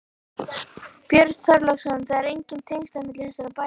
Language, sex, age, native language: Icelandic, female, 13, Icelandic